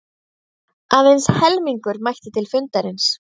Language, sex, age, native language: Icelandic, female, 30-39, Icelandic